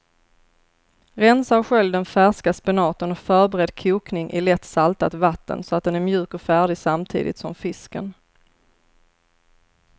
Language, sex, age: Swedish, female, 33